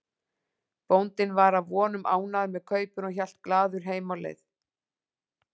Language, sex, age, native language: Icelandic, female, 40-49, Icelandic